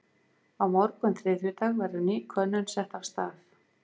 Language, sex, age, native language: Icelandic, female, 50-59, Icelandic